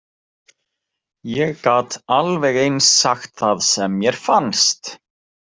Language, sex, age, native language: Icelandic, male, 40-49, Icelandic